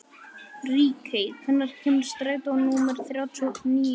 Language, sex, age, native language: Icelandic, male, 11, Icelandic